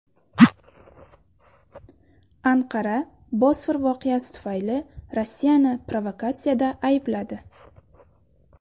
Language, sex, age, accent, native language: Uzbek, female, 19-29, Surxondaryo, Uzbek